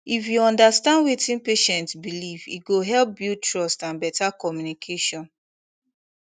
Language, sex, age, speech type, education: Nigerian Pidgin, female, 15-29, spontaneous, tertiary